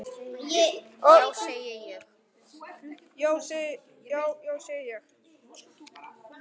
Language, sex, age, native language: Icelandic, male, 10, Icelandic